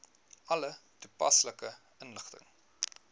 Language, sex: Afrikaans, male